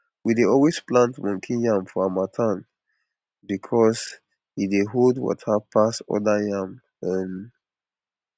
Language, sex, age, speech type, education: Nigerian Pidgin, male, 15-29, spontaneous, tertiary